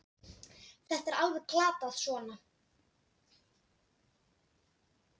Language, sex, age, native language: Icelandic, female, 10, Dutch